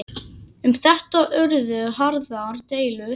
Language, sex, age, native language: Icelandic, male, 10, Icelandic